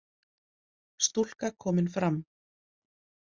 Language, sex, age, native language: Icelandic, female, 40-49, Icelandic